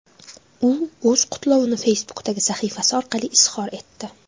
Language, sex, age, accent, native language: Uzbek, female, under 19, Jizzax, Uzbek